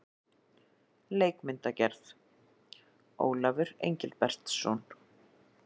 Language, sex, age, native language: Icelandic, female, 40-49, Icelandic